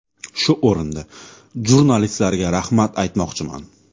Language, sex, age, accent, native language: Uzbek, male, 18-24, Sirdaryo, Uzbek